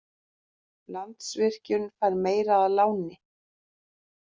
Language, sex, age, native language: Icelandic, female, 50-59, Icelandic